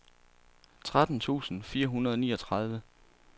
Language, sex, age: Danish, male, 27